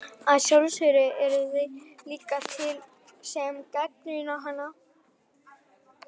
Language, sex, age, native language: Icelandic, female, 11, Icelandic